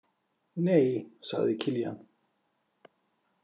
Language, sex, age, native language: Icelandic, male, 40-49, Icelandic